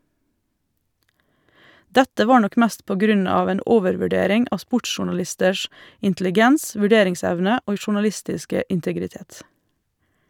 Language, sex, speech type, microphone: Norwegian, female, read, Shure